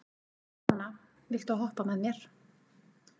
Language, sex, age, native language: Icelandic, female, 40-49, Icelandic